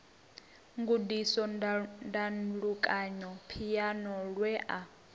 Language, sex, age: Venda, female, 22